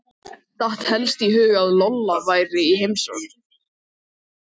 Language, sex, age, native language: Icelandic, male, 13, Icelandic